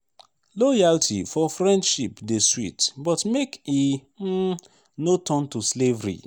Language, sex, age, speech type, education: Nigerian Pidgin, male, 15-29, spontaneous, tertiary